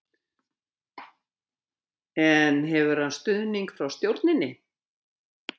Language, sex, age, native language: Icelandic, female, 70-79, Icelandic